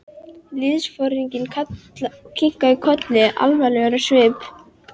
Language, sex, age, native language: Icelandic, female, 11, Icelandic